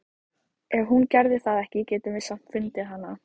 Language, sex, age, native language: Icelandic, female, 14, Icelandic